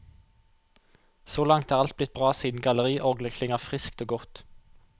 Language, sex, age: Norwegian, male, 28